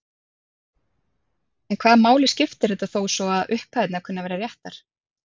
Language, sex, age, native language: Icelandic, female, 30-39, Icelandic